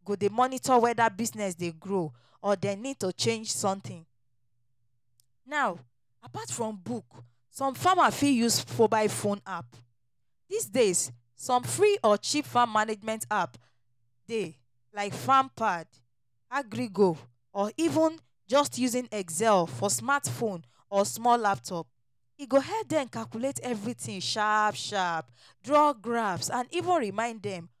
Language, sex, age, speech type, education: Nigerian Pidgin, female, 30-45, spontaneous, tertiary